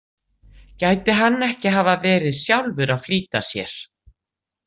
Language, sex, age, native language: Icelandic, female, 60-69, Icelandic